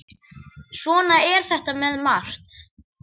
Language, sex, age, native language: Icelandic, male, 10, Icelandic